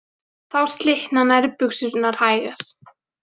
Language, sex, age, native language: Icelandic, female, 18-19, Icelandic